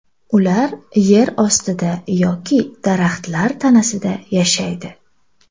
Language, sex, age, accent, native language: Uzbek, female, 18-24, Toshkent viloyati, Uzbek